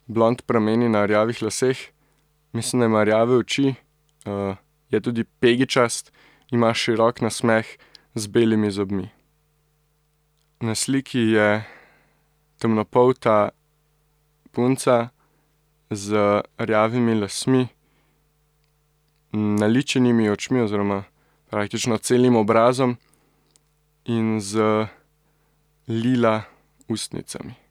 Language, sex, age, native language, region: Slovenian, male, 18-29, Slovenian, Central Slovenia